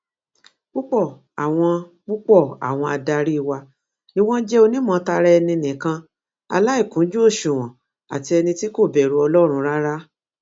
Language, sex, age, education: Yoruba, female, 46-60, tertiary